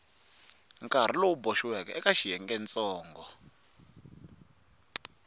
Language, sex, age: Tsonga, male, 22